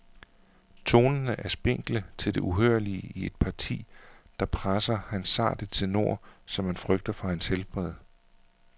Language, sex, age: Danish, male, 41